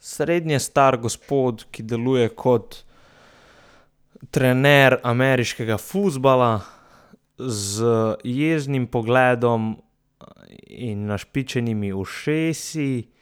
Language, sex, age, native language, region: Slovenian, male, 18-29, Slovenian, Southeast Slovenia